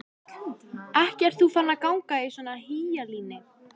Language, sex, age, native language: Icelandic, female, 14, Icelandic